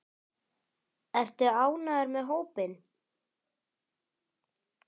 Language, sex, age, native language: Icelandic, male, 10, Icelandic